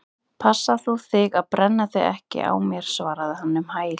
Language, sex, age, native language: Icelandic, female, 30-39, Icelandic